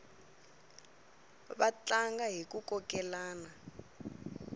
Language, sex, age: Tsonga, female, 24